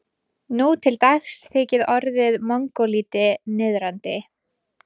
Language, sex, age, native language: Icelandic, female, 20-29, Icelandic